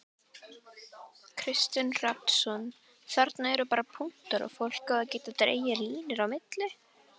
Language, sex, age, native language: Icelandic, female, 18-19, Icelandic